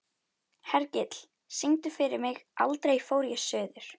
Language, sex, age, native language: Icelandic, female, 11, Icelandic